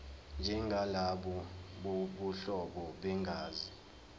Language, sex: Zulu, male